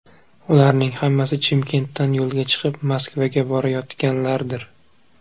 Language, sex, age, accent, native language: Uzbek, male, 18-24, Toshkent viloyati, Uzbek